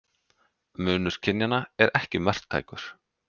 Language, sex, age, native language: Icelandic, male, 30-39, Icelandic